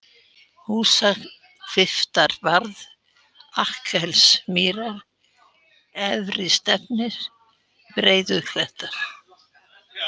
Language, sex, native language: Icelandic, female, Icelandic